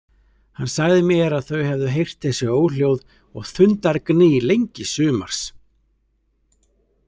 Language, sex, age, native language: Icelandic, male, 30-39, Icelandic